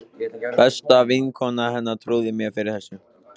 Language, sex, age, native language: Icelandic, male, 14, Icelandic